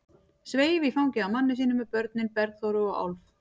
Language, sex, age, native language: Icelandic, female, 40-49, Icelandic